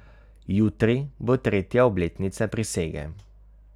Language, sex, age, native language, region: Slovenian, male, 30-49, Slovenian, Carinthia region